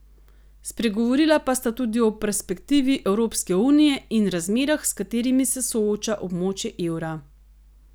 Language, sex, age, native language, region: Slovenian, female, 30-49, Slovenian, Gorenjska region